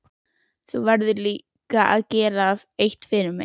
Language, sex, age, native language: Icelandic, female, 11, Icelandic